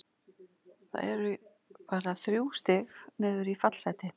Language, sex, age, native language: Icelandic, female, 40-49, Icelandic